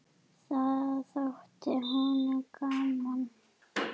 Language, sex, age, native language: Icelandic, female, 8, Icelandic